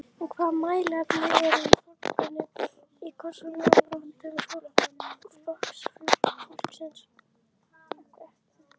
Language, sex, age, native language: Icelandic, female, 11, Icelandic